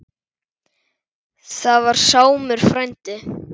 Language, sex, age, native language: Icelandic, female, 10, Icelandic